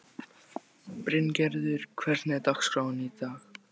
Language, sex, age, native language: Icelandic, male, 14, Icelandic